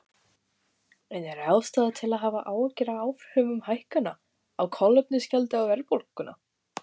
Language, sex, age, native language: Icelandic, female, 18-19, Icelandic